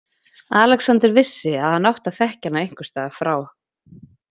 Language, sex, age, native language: Icelandic, female, 20-29, Icelandic